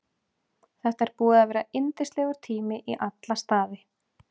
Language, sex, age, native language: Icelandic, female, 30-39, Icelandic